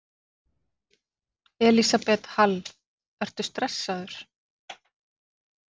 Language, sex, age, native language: Icelandic, female, 40-49, Icelandic